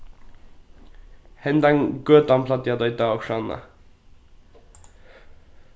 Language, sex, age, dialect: Faroese, male, 15-35, Norðuroyggjar